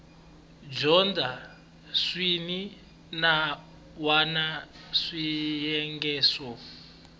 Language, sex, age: Tsonga, male, 20